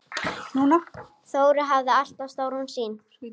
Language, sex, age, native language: Icelandic, male, 7, Icelandic